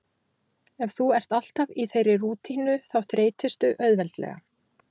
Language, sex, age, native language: Icelandic, female, 40-49, Icelandic